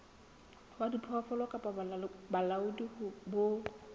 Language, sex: Southern Sotho, female